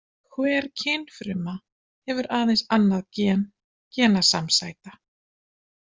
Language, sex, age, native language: Icelandic, female, 50-59, Icelandic